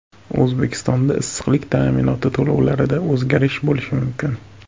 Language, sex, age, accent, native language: Uzbek, male, 25-34, Farg'ona, Uzbek